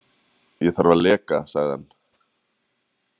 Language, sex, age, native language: Icelandic, male, 30-39, Icelandic